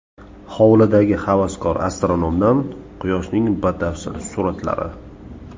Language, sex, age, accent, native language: Uzbek, male, 25-34, Toshkent shahri, Uzbek